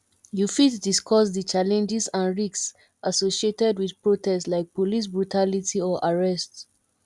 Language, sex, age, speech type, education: Nigerian Pidgin, female, 15-29, spontaneous, tertiary